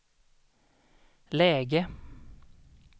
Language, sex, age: Swedish, male, 32